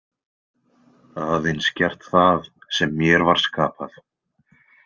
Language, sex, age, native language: Icelandic, male, 20-29, Icelandic